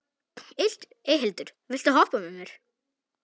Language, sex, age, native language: Icelandic, male, 18-19, Polish